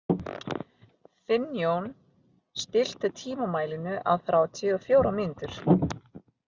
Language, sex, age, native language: Icelandic, female, 30-39, Filipino